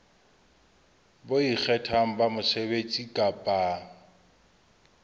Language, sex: Southern Sotho, male